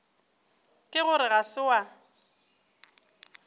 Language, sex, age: Northern Sotho, female, 29